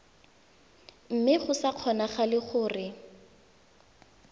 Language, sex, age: Tswana, female, 19